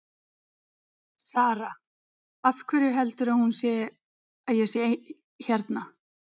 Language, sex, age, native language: Icelandic, female, 30-39, Icelandic